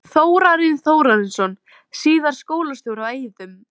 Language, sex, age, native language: Icelandic, female, 13, Icelandic